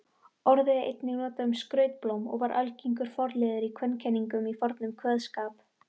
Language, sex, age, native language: Icelandic, female, 18-19, Icelandic